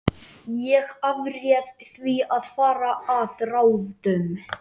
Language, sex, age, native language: Icelandic, other, 13, Icelandic